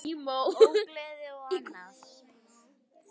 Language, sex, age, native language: Icelandic, female, 9, Icelandic